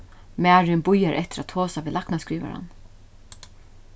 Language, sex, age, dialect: Faroese, female, 36-60, Norðuroyggjar